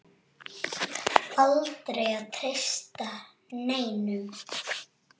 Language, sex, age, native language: Icelandic, female, 7, Icelandic